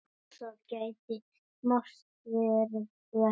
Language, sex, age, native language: Icelandic, male, 9, Icelandic